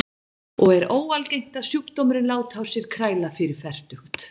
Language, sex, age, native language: Icelandic, female, 18-19, Icelandic